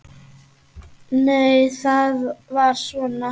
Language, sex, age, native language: Icelandic, male, 8, Icelandic